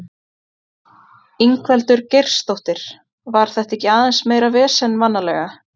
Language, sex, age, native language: Icelandic, female, 20-29, Icelandic